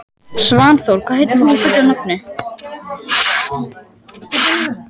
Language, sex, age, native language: Icelandic, male, 12, Icelandic